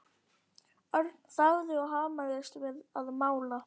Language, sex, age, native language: Icelandic, female, 11, Icelandic